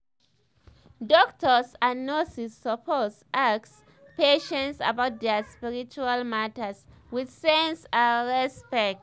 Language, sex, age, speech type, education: Nigerian Pidgin, female, 15-29, spontaneous, tertiary